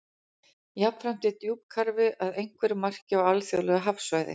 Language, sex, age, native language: Icelandic, female, 40-49, Icelandic